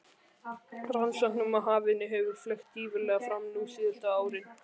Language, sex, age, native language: Icelandic, male, 11, Icelandic